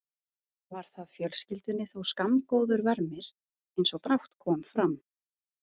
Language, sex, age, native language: Icelandic, female, 30-39, Icelandic